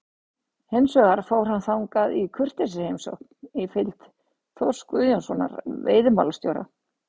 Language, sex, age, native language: Icelandic, female, 60-69, Icelandic